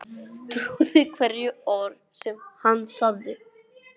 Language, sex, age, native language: Icelandic, male, 18-19, English